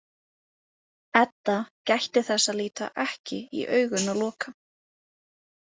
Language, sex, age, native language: Icelandic, female, 18-19, Icelandic